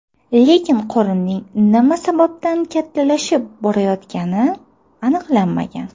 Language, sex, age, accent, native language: Uzbek, female, 25-34, Toshkent shahri, Uzbek